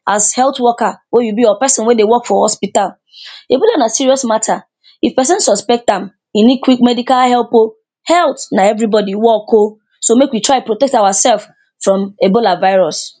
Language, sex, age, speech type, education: Nigerian Pidgin, female, 15-29, spontaneous, primary